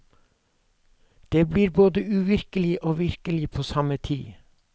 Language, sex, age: Norwegian, male, 52